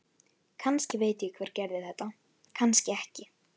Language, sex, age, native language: Icelandic, female, 11, Icelandic